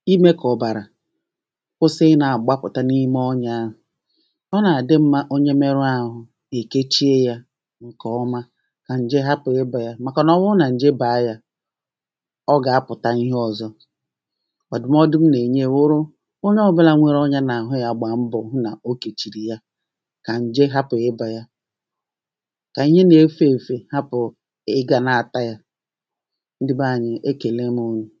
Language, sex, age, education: Igbo, female, 30-45, primary